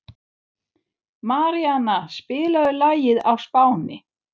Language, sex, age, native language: Icelandic, female, 30-39, Swedish